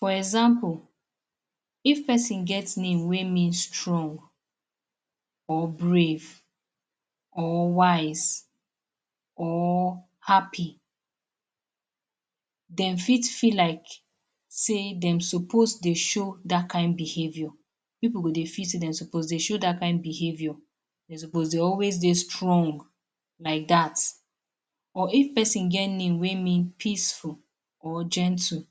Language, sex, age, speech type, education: Nigerian Pidgin, female, 30-45, spontaneous, tertiary